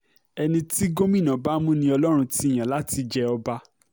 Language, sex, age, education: Yoruba, male, 30-45, tertiary